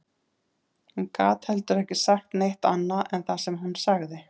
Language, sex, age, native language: Icelandic, female, 30-39, Icelandic